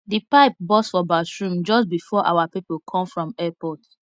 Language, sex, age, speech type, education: Nigerian Pidgin, female, 15-29, spontaneous, tertiary